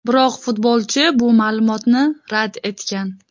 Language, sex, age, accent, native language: Uzbek, female, 18-24, Qashqadaryo, Uzbek